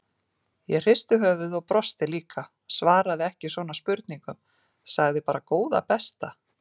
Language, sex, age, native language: Icelandic, female, 40-49, Icelandic